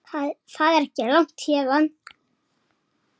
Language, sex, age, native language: Icelandic, male, 7, Icelandic